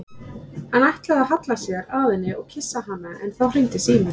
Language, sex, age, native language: Icelandic, female, 30-39, Icelandic